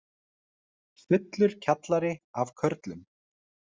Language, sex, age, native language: Icelandic, male, 30-39, Icelandic